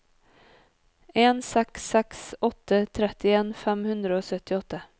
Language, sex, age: Norwegian, female, 30